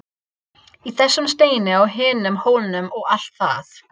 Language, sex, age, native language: Icelandic, female, 30-39, English